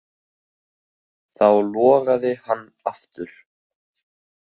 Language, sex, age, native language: Icelandic, male, 18-19, Icelandic